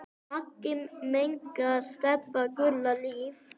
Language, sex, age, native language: Icelandic, female, 10, Icelandic